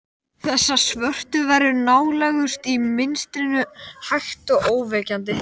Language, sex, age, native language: Icelandic, male, 12, Icelandic